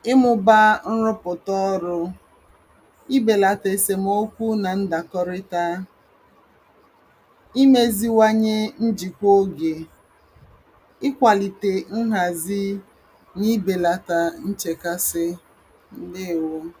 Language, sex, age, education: Igbo, female, 30-45, tertiary